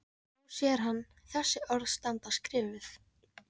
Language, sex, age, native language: Icelandic, female, 14, Icelandic